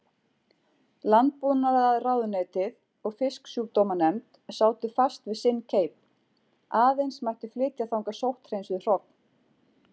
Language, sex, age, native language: Icelandic, female, 40-49, Icelandic